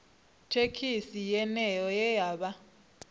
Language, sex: Venda, female